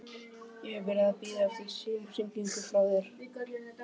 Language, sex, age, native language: Icelandic, male, 12, Icelandic